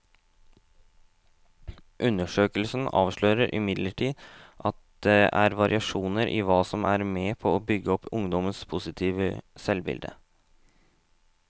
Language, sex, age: Norwegian, male, 18